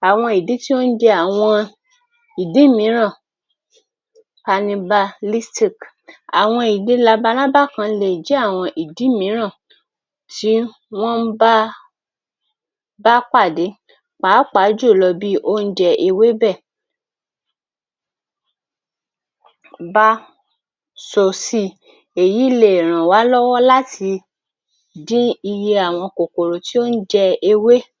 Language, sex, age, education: Yoruba, female, 46-60, tertiary